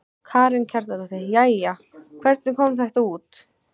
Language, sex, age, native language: Icelandic, female, 15, Icelandic